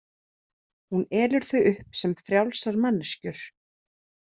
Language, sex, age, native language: Icelandic, female, 30-39, Icelandic